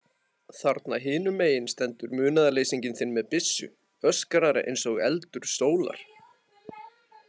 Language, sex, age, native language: Icelandic, male, 20-29, Icelandic